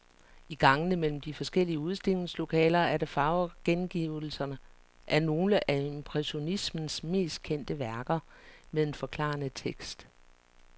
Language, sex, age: Danish, female, 49